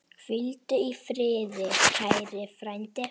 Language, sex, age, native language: Icelandic, female, 9, Icelandic